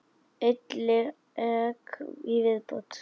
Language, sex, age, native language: Icelandic, female, 10, Icelandic